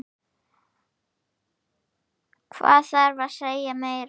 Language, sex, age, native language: Icelandic, female, 9, Icelandic